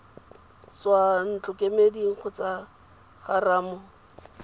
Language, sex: Tswana, female